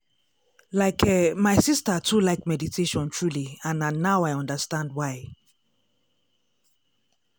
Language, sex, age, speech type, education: Nigerian Pidgin, female, 30-45, spontaneous, tertiary